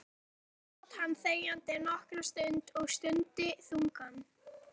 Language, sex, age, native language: Icelandic, female, 13, Icelandic